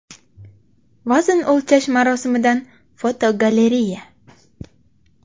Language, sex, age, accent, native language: Uzbek, female, 25-34, Qashqadaryo, Uzbek